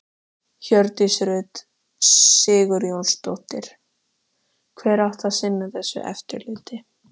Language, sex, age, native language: Icelandic, female, 13, Icelandic